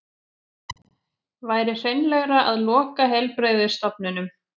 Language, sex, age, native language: Icelandic, female, 40-49, Icelandic